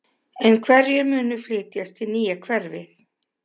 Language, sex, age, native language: Icelandic, female, 60-69, Icelandic